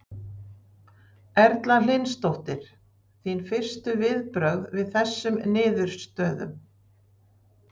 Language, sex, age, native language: Icelandic, female, 60-69, Icelandic